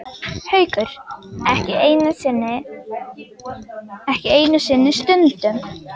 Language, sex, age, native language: Icelandic, female, 10, Icelandic